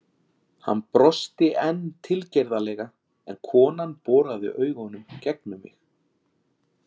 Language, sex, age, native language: Icelandic, male, 40-49, Icelandic